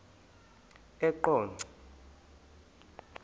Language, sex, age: Xhosa, male, 20